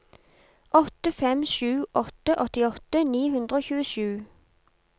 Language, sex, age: Norwegian, female, 32